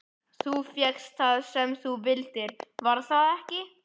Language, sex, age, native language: Icelandic, male, 11, Icelandic